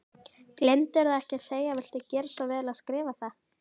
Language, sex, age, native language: Icelandic, female, 18-19, Icelandic